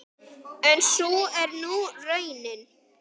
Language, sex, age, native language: Icelandic, male, 10, Icelandic